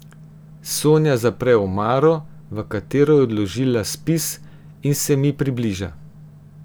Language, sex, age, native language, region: Slovenian, female, 18-29, Slovenian, Gorenjska region